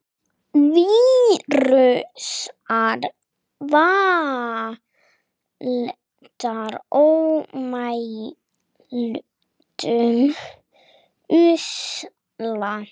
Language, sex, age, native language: Icelandic, female, 6, English